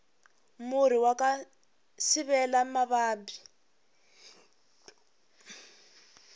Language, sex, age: Tsonga, female, 21